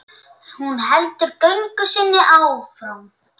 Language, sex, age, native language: Icelandic, male, 7, Icelandic